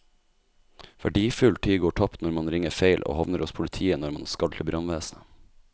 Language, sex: Norwegian, male